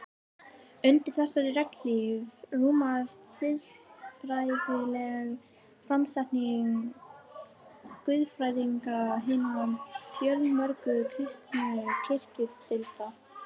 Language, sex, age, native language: Icelandic, female, 18-19, Icelandic